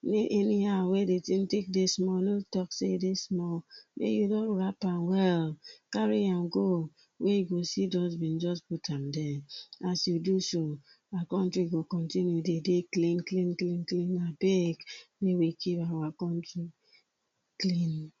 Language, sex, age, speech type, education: Nigerian Pidgin, female, 30-45, spontaneous, tertiary